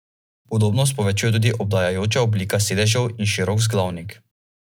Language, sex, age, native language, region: Slovenian, male, 18-29, Slovenian, Drava region